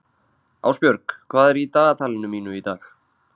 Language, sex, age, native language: Icelandic, male, 30-39, Icelandic